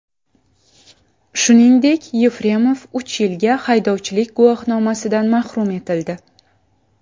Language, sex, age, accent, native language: Uzbek, female, 19-29, Samarqand, Uzbek